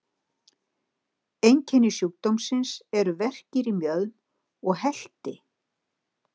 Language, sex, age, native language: Icelandic, female, 60-69, Icelandic